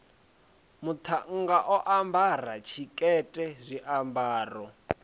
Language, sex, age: Venda, male, 20